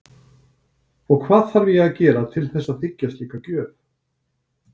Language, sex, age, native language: Icelandic, male, 60-69, Icelandic